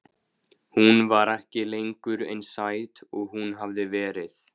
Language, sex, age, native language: Icelandic, male, 15, Icelandic